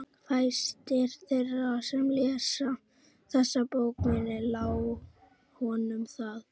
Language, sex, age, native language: Icelandic, female, 11, Icelandic